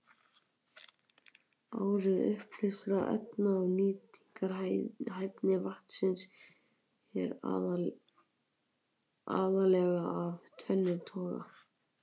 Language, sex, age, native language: Icelandic, male, 18-19, Icelandic